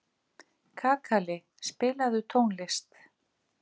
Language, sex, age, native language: Icelandic, female, 50-59, Icelandic